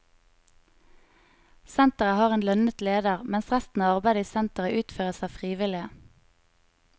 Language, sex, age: Norwegian, female, 25